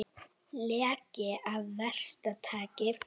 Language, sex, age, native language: Icelandic, female, 9, Icelandic